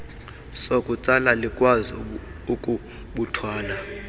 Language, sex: Xhosa, male